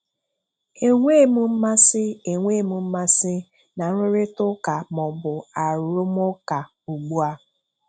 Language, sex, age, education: Igbo, female, 30-45, tertiary